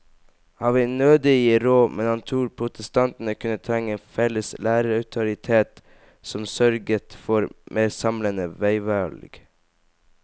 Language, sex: Norwegian, male